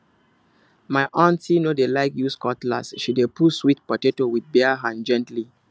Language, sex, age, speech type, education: Nigerian Pidgin, male, 30-45, spontaneous, tertiary